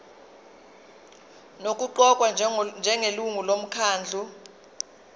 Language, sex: Zulu, female